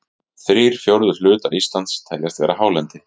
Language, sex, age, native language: Icelandic, male, 30-39, Icelandic